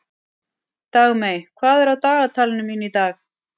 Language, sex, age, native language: Icelandic, female, 40-49, Icelandic